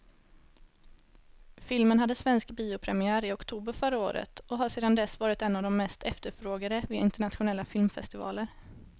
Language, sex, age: Swedish, female, 18